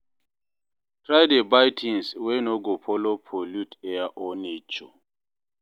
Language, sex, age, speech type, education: Nigerian Pidgin, male, 30-45, read, tertiary